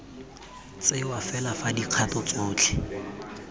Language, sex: Tswana, male